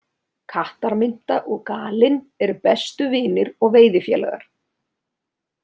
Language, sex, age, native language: Icelandic, female, 30-39, Icelandic